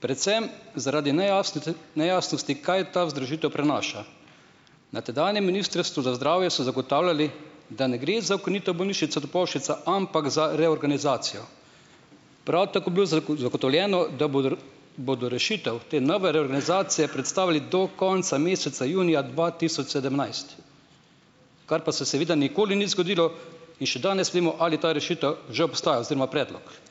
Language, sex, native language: Slovenian, male, Slovenian